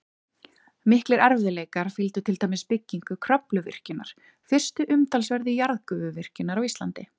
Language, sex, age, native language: Icelandic, female, 30-39, Icelandic